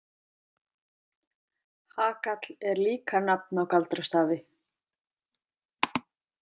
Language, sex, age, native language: Icelandic, female, 40-49, Icelandic